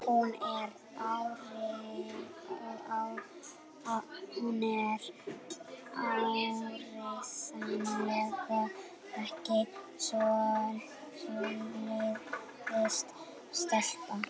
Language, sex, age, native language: Icelandic, female, 11, Icelandic